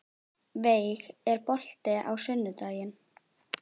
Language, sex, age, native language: Icelandic, female, 12, Icelandic